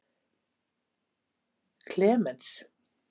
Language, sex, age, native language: Icelandic, female, 50-59, Icelandic